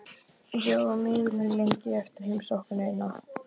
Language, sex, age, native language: Icelandic, male, 12, Icelandic